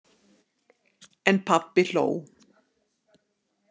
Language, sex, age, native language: Icelandic, female, 60-69, Icelandic